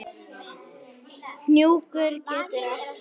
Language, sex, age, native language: Icelandic, female, 10, Icelandic